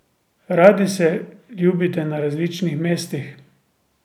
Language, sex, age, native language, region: Slovenian, male, 30-49, Slovenian, Drava region